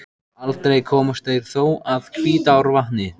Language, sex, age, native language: Icelandic, male, 14, Icelandic